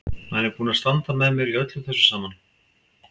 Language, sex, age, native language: Icelandic, male, 50-59, Icelandic